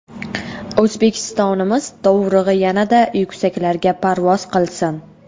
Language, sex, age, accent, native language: Uzbek, female, 18-24, Toshkent viloyati, Uzbek